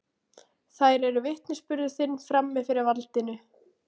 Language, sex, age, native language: Icelandic, female, 18-19, Icelandic